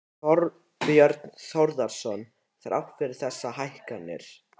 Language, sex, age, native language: Icelandic, male, 13, Icelandic